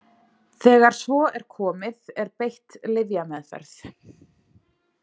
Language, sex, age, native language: Icelandic, female, 30-39, Icelandic